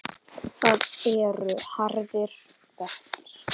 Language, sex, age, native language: Icelandic, female, 10, Icelandic